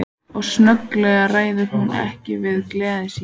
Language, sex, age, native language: Icelandic, female, 14, Icelandic